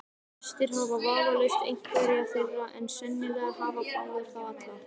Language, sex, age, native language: Icelandic, male, 18-19, Icelandic